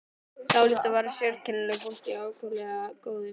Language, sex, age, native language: Icelandic, female, 12, Icelandic